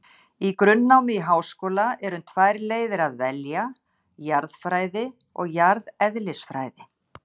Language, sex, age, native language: Icelandic, female, 60-69, Icelandic